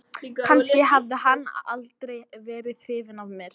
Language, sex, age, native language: Icelandic, female, 14, English